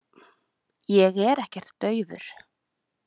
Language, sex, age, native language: Icelandic, female, 20-29, Icelandic